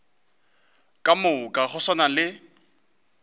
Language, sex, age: Northern Sotho, male, 20